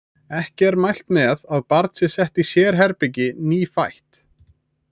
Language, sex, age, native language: Icelandic, male, 20-29, Icelandic